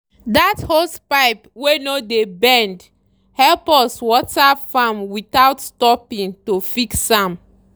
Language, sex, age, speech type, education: Nigerian Pidgin, female, 30-45, spontaneous, tertiary